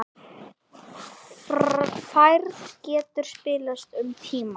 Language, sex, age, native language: Icelandic, female, 9, Icelandic